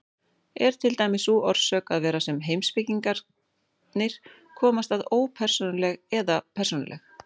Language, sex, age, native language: Icelandic, female, 40-49, Icelandic